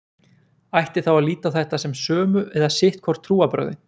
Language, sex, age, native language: Icelandic, male, 20-29, Icelandic